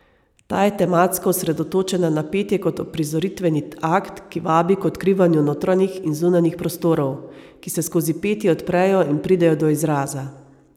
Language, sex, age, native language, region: Slovenian, female, 30-49, Slovenian, Savinja region